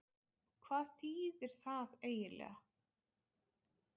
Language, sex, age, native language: Icelandic, female, 20-29, Icelandic